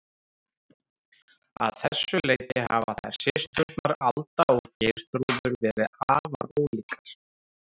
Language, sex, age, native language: Icelandic, male, 30-39, Icelandic